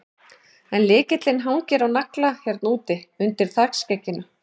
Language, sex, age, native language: Icelandic, male, 11, Icelandic